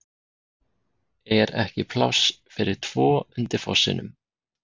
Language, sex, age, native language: Icelandic, male, 30-39, Icelandic